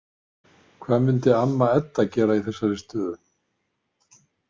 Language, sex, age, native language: Icelandic, male, 50-59, Icelandic